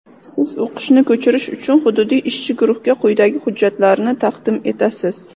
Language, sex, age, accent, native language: Uzbek, female, 25-34, Samarqand, Uzbek